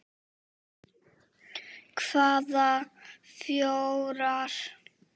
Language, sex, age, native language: Icelandic, female, 7, Czech